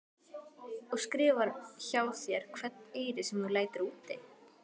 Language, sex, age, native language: Icelandic, female, 12, Icelandic